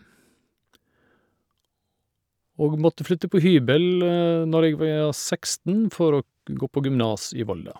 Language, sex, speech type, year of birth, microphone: Norwegian, male, spontaneous, 1961, Shure